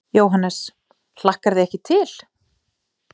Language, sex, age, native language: Icelandic, female, 40-49, Icelandic